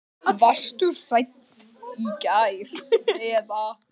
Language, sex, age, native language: Icelandic, male, 10, Icelandic